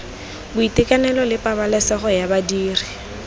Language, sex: Tswana, female